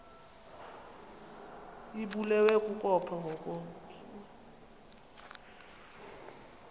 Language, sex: Xhosa, female